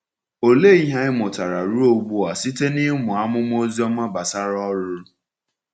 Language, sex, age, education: Igbo, male, 15-29, tertiary